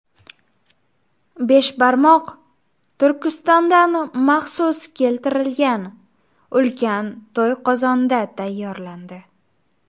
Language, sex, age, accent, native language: Uzbek, female, 18-24, Farg'ona, Uzbek